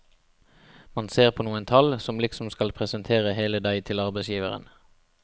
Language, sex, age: Norwegian, male, 36